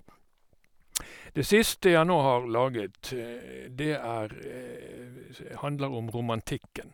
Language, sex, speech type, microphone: Norwegian, male, spontaneous, Sennheiser